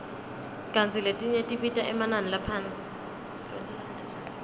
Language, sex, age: Swati, female, 23